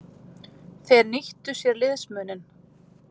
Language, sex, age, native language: Icelandic, female, 30-39, Icelandic